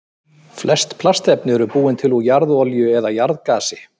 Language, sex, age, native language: Icelandic, male, 50-59, Icelandic